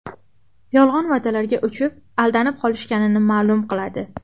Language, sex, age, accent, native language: Uzbek, female, 12-17, Farg'ona, Uzbek